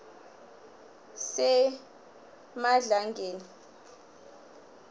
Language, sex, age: South Ndebele, female, 21